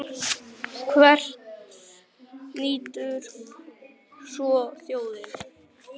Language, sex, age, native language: Icelandic, male, 9, Icelandic